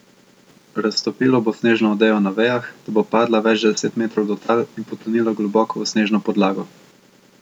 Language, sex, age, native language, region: Slovenian, male, 18-29, Slovenian, Central Slovenia